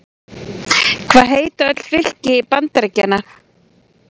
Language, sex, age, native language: Icelandic, female, 40-49, Icelandic